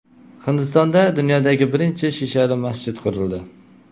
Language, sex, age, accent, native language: Uzbek, male, 18-24, Qoraqalpog'iston, Uzbek